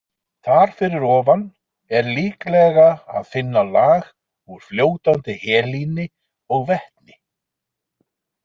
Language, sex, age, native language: Icelandic, male, 40-49, Icelandic